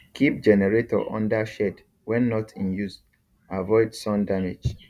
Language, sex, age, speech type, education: Nigerian Pidgin, male, 15-29, spontaneous, tertiary